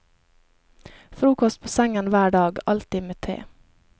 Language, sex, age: Norwegian, female, 28